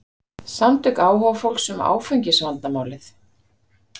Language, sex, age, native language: Icelandic, female, 50-59, Icelandic